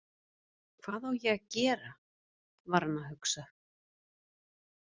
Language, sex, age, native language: Icelandic, female, 50-59, Icelandic